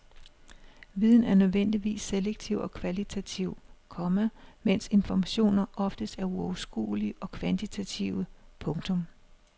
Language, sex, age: Danish, female, 56